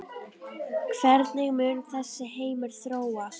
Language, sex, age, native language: Icelandic, female, 10, Icelandic